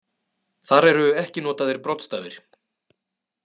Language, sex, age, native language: Icelandic, male, 30-39, Icelandic